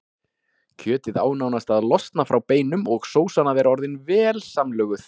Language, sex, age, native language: Icelandic, male, 40-49, Icelandic